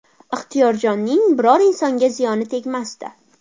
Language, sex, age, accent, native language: Uzbek, female, under 19, Farg'ona, Uzbek